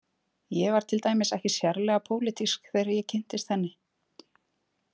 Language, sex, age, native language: Icelandic, female, 20-29, Icelandic